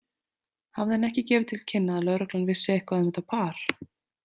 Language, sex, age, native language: Icelandic, female, 30-39, Icelandic